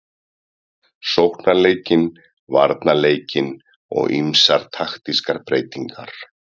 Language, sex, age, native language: Icelandic, male, 30-39, Icelandic